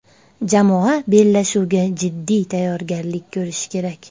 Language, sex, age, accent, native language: Uzbek, female, 35+, Andijon, Uzbek